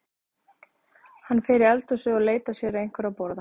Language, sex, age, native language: Icelandic, female, 30-39, Icelandic